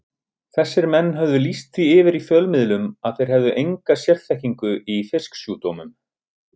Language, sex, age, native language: Icelandic, male, 30-39, Icelandic